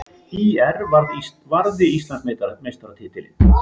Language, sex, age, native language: Icelandic, male, 50-59, Icelandic